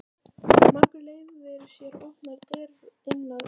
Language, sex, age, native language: Icelandic, female, 18-19, Icelandic